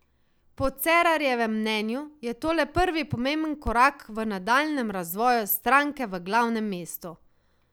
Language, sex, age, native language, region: Slovenian, female, 18-29, Slovenian, Savinja region